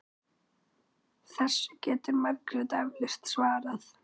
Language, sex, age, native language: Icelandic, female, 9, Icelandic